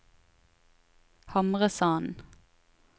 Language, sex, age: Norwegian, female, 23